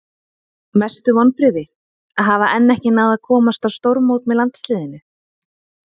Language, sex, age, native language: Icelandic, female, 30-39, Icelandic